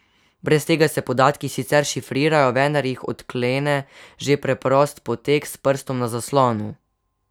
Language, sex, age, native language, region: Slovenian, male, 12-17, Slovenian, Savinja region